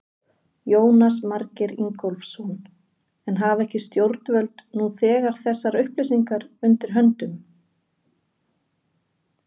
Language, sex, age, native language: Icelandic, female, 40-49, Icelandic